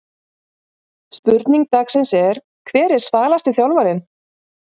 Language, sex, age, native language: Icelandic, female, 50-59, Icelandic